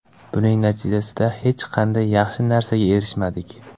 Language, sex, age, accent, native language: Uzbek, male, 19-29, Farg'ona, Uzbek